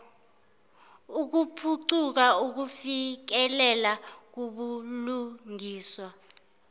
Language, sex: Zulu, female